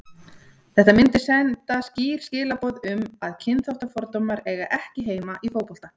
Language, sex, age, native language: Icelandic, female, 40-49, Icelandic